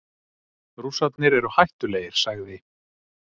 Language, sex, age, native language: Icelandic, male, 30-39, Icelandic